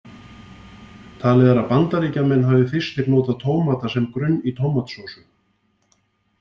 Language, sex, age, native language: Icelandic, male, 50-59, Icelandic